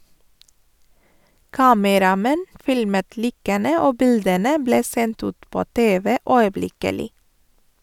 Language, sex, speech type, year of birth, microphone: Norwegian, female, read, 1983, Sennheiser